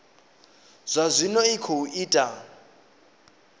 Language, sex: Venda, male